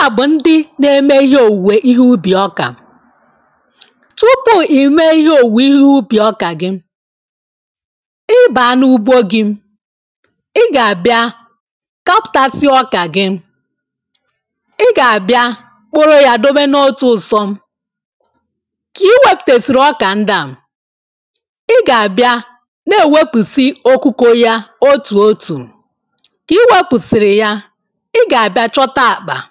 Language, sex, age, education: Igbo, female, 15-29, tertiary